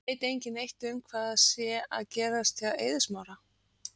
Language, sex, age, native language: Icelandic, female, 40-49, Icelandic